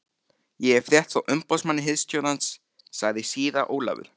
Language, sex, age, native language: Icelandic, male, 13, Icelandic